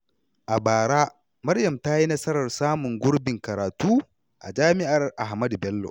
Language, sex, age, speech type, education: Hausa, male, 30-45, read, tertiary